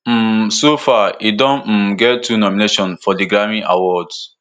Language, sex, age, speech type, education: Nigerian Pidgin, male, 15-29, spontaneous, tertiary